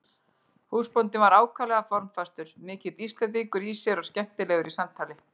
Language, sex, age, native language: Icelandic, female, 40-49, Icelandic